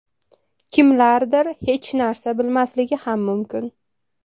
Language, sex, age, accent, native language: Uzbek, female, 25-34, Toshkent shahri, Uzbek